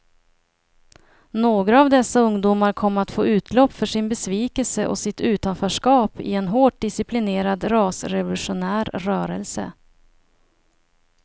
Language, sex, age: Swedish, female, 30